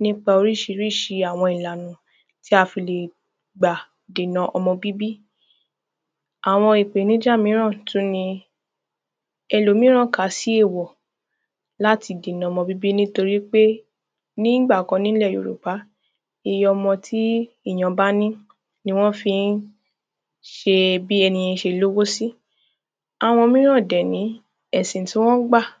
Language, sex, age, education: Yoruba, female, 15-29, tertiary